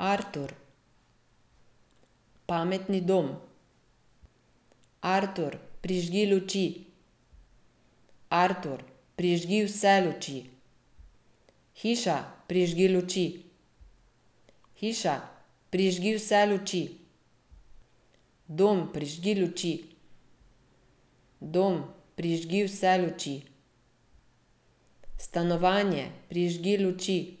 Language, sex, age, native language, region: Slovenian, female, 50-59, Slovenian, Central Slovenia